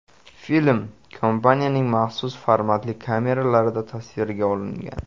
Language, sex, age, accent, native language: Uzbek, male, 18-24, Buxoro, Uzbek